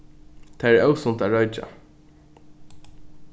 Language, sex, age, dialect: Faroese, male, 15-35, Norðuroyggjar